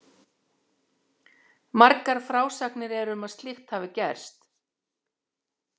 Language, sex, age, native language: Icelandic, female, 60-69, Icelandic